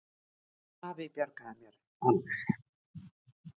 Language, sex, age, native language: Icelandic, female, 60-69, Icelandic